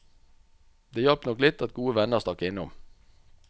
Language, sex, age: Norwegian, male, 44